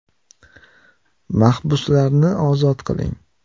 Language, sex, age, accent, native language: Uzbek, male, 25-34, Andijon, Uzbek